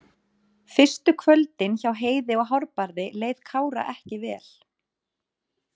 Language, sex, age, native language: Icelandic, female, 30-39, Icelandic